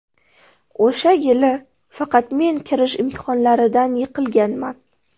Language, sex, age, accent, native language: Uzbek, female, 18-24, Farg'ona, Uzbek